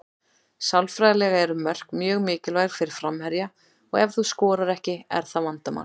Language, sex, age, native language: Icelandic, female, 40-49, Icelandic